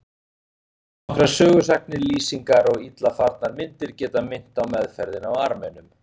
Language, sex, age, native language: Icelandic, male, 40-49, Icelandic